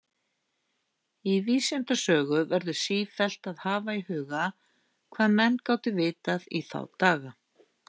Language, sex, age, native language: Icelandic, female, 50-59, Icelandic